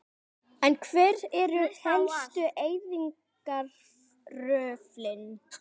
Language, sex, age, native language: Icelandic, female, 60-69, Icelandic